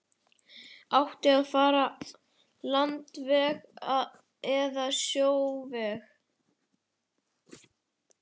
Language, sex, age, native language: Icelandic, male, 11, Icelandic